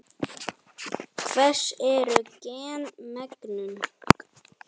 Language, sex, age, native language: Icelandic, male, 10, Icelandic